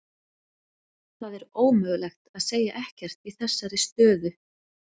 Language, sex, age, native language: Icelandic, female, 40-49, Icelandic